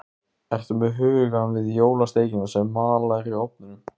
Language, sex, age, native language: Icelandic, male, 15, Icelandic